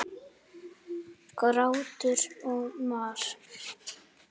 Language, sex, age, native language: Icelandic, male, 9, Icelandic